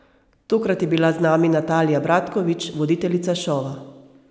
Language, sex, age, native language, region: Slovenian, female, 30-49, Slovenian, Savinja region